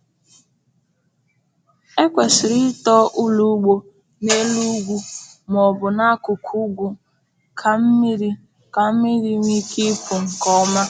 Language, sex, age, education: Igbo, female, 15-29, tertiary